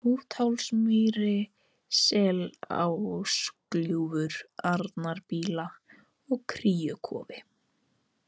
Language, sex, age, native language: Icelandic, female, 18-19, Icelandic